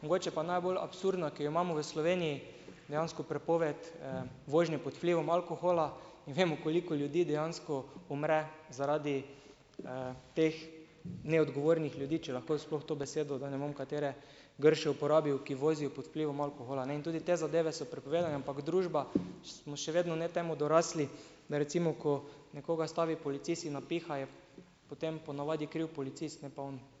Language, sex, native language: Slovenian, male, Slovenian